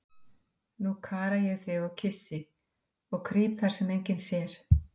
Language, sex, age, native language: Icelandic, female, 50-59, Icelandic